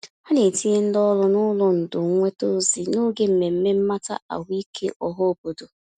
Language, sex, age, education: Igbo, female, 15-29, tertiary